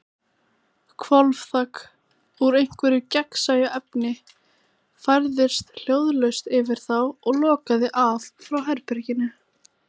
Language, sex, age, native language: Icelandic, female, 18-19, Icelandic